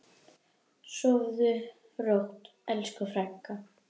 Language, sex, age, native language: Icelandic, female, 10, Icelandic